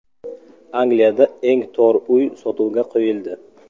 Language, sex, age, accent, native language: Uzbek, male, 25-34, Samarqand, Tajik